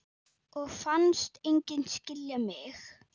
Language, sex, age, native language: Icelandic, female, 9, Icelandic